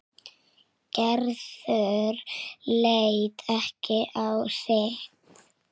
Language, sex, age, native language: Icelandic, female, 6, Icelandic